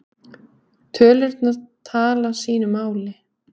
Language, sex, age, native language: Icelandic, female, 30-39, Icelandic